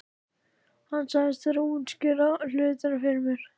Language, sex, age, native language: Icelandic, male, 13, Icelandic